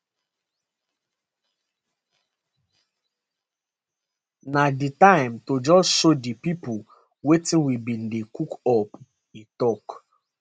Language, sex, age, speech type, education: Nigerian Pidgin, male, 15-29, spontaneous, secondary